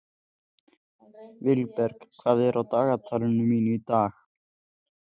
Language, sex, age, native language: Icelandic, male, 14, Icelandic